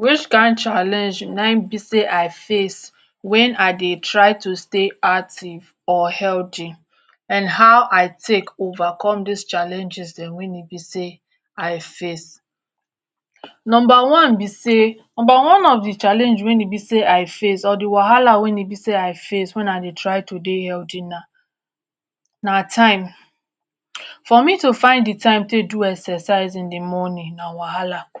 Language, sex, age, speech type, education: Nigerian Pidgin, male, 60+, spontaneous, tertiary